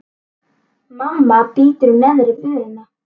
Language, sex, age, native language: Icelandic, female, 10, Icelandic